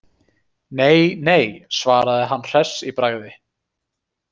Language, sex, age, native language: Icelandic, male, 20-29, Icelandic